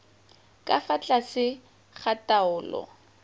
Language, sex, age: Tswana, female, 18